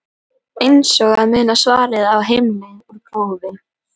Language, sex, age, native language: Icelandic, female, 12, Icelandic